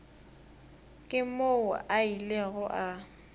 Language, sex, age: Northern Sotho, female, 18